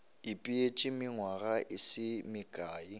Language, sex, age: Northern Sotho, male, 19